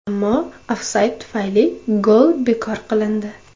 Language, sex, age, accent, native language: Uzbek, female, 25-34, Toshkent viloyati, Uzbek